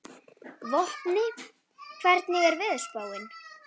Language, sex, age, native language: Icelandic, female, 11, Icelandic